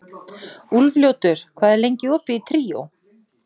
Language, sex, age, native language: Icelandic, female, 40-49, Icelandic